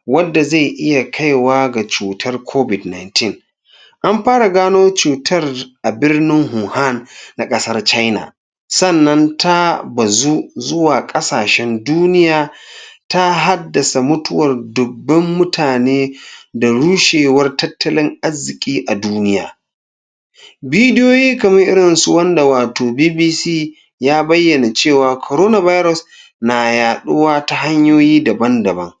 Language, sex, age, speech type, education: Hausa, male, 46-60, spontaneous, tertiary